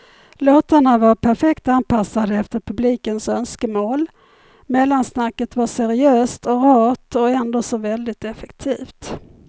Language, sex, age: Swedish, female, 51